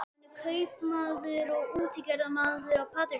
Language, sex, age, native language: Icelandic, male, 12, Icelandic